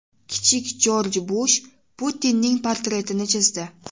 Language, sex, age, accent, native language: Uzbek, female, 12-17, Toshkent shahri, Uzbek